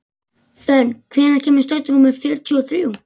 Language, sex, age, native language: Icelandic, male, 11, Icelandic